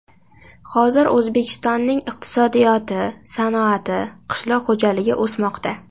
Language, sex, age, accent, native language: Uzbek, female, under 19, Qashqadaryo, Uzbek